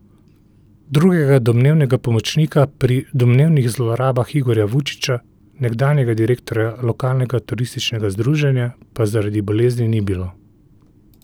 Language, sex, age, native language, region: Slovenian, male, 30-49, Slovenian, Central Slovenia